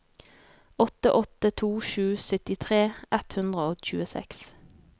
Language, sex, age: Norwegian, female, 32